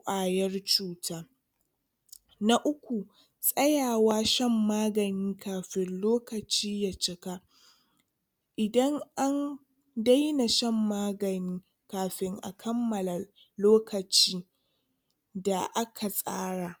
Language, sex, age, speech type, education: Hausa, female, 30-45, spontaneous, tertiary